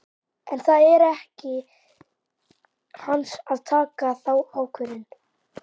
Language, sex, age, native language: Icelandic, male, 12, Icelandic